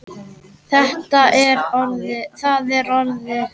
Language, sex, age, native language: Icelandic, male, 8, Icelandic